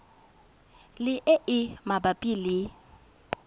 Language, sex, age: Tswana, female, 22